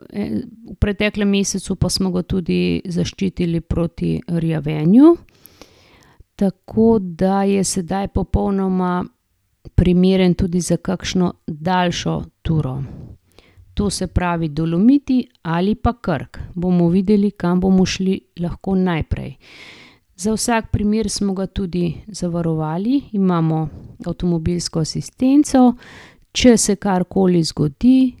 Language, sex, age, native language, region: Slovenian, female, 50-59, Slovenian, Gorenjska region